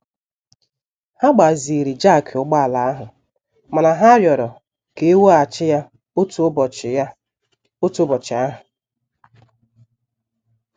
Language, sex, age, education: Igbo, female, 30-45, tertiary